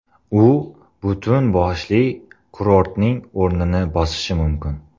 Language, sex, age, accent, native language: Uzbek, male, 18-24, Qoraqalpog'iston, Uzbek